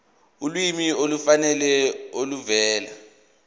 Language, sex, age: Zulu, male, 24